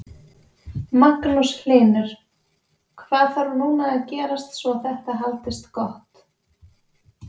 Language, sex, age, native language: Icelandic, female, 20-29, Icelandic